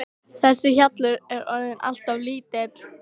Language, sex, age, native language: Icelandic, female, 12, Icelandic